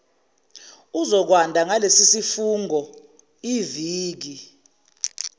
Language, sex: Zulu, female